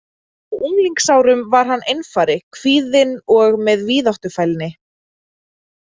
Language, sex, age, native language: Icelandic, female, 20-29, Icelandic